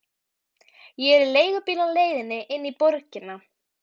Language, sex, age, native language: Icelandic, female, 12, Icelandic